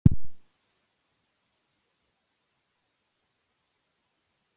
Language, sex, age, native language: Icelandic, female, 18-19, Icelandic